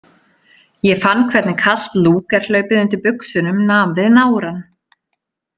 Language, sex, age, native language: Icelandic, female, 30-39, Icelandic